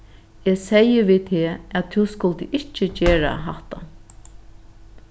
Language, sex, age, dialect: Faroese, female, 36-60, Norðuroyggjar